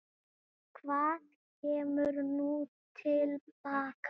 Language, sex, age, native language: Icelandic, female, 7, Icelandic